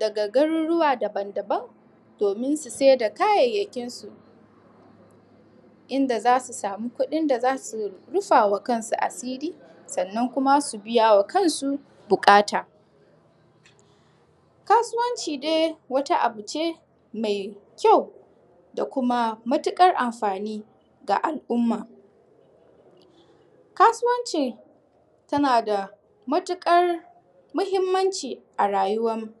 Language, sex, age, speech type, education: Hausa, female, 15-29, spontaneous, tertiary